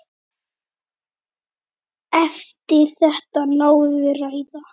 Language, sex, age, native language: Icelandic, male, 8, Icelandic